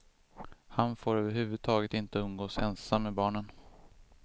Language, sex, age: Swedish, male, 25